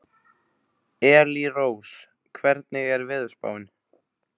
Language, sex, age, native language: Icelandic, male, 15, Icelandic